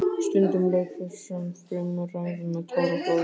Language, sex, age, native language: Icelandic, male, 15, Icelandic